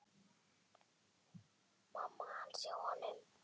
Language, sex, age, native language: Icelandic, female, 8, Icelandic